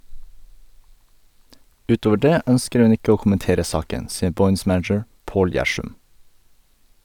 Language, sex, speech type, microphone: Norwegian, male, read, Sennheiser